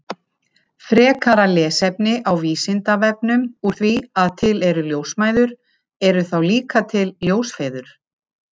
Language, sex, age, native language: Icelandic, female, 50-59, Icelandic